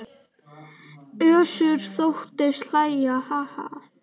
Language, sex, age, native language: Icelandic, female, 9, Icelandic